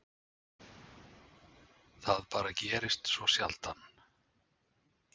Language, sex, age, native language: Icelandic, male, 60-69, Icelandic